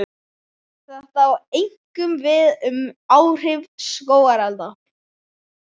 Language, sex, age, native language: Icelandic, male, 11, Icelandic